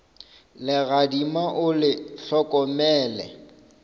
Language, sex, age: Northern Sotho, male, 26